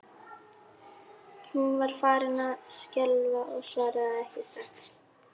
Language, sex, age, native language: Icelandic, female, 11, Icelandic